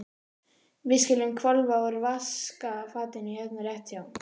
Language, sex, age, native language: Icelandic, female, 13, Icelandic